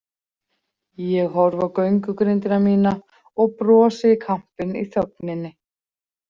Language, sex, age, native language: Icelandic, female, 40-49, Icelandic